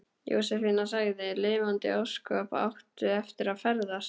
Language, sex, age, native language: Icelandic, male, 12, Icelandic